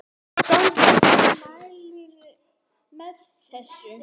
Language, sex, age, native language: Icelandic, female, 9, Icelandic